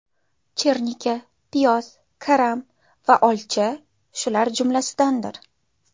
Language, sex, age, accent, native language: Uzbek, female, 19-29, Jizzax, Uzbek